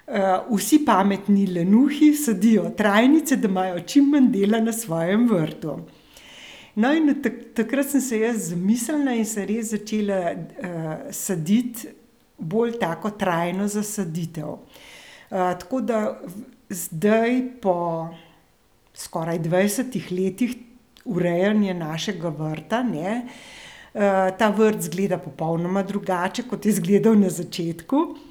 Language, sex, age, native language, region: Slovenian, female, 60+, Slovenian, Central Slovenia